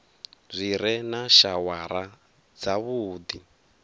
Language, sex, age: Venda, male, 24